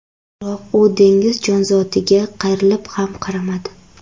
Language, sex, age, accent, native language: Uzbek, female, 12-17, Andijon, Karakalpak